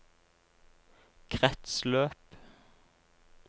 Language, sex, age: Norwegian, male, 26